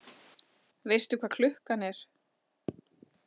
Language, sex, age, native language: Icelandic, female, 40-49, Icelandic